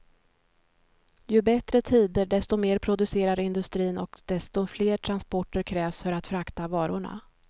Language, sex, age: Swedish, female, 53